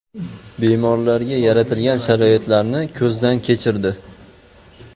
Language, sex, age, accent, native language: Uzbek, male, 25-34, Farg'ona, Uzbek